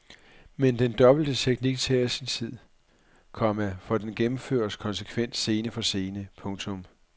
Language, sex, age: Danish, male, 44